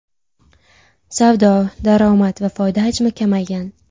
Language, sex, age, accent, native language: Uzbek, female, 18-24, Buxoro, Uzbek